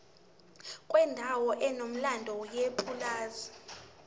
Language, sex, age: Zulu, female, 18